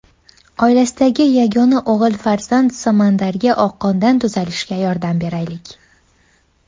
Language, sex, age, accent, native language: Uzbek, female, 19-29, Andijon, Uzbek